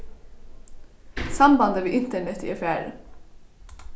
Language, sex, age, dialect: Faroese, female, 15-35, Norðurstreymoy/Eysturoy